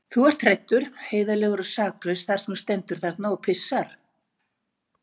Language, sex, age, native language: Icelandic, female, 60-69, Icelandic